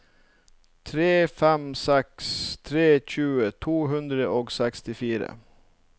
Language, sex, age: Norwegian, male, 39